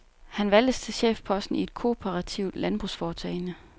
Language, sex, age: Danish, female, 29